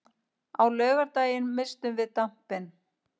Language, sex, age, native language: Icelandic, female, 50-59, Icelandic